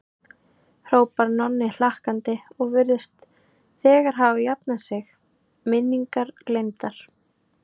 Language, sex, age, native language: Icelandic, female, 18-19, Icelandic